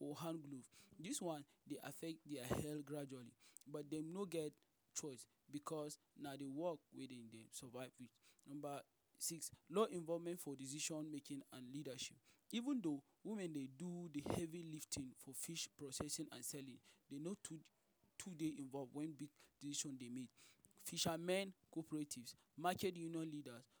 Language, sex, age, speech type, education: Nigerian Pidgin, male, 30-45, spontaneous, tertiary